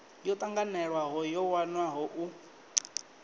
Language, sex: Venda, male